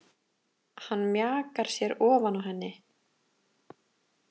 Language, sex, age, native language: Icelandic, female, 20-29, Icelandic